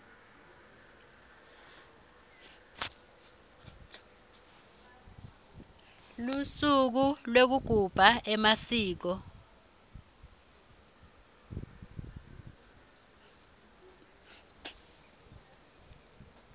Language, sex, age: Swati, female, 21